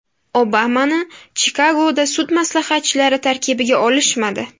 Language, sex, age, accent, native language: Uzbek, female, 18-24, Buxoro, Uzbek